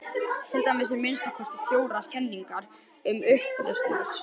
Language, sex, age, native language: Icelandic, female, 50-59, Icelandic